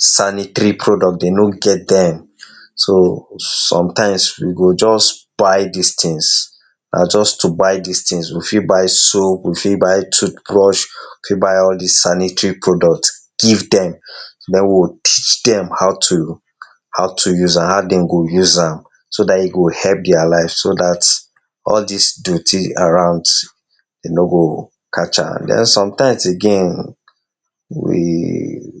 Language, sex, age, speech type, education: Nigerian Pidgin, male, 60+, spontaneous, tertiary